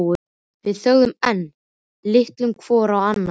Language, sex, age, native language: Icelandic, male, 12, Icelandic